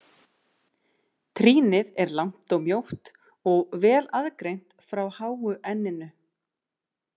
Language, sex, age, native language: Icelandic, female, 30-39, Icelandic